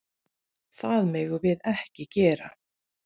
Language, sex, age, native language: Icelandic, female, 40-49, Icelandic